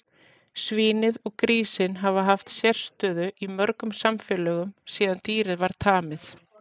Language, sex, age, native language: Icelandic, female, 40-49, Icelandic